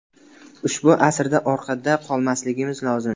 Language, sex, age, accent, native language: Uzbek, male, 19-29, Buxoro, Uzbek